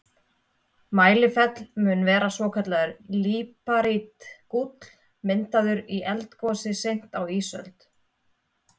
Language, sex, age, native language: Icelandic, female, 30-39, Icelandic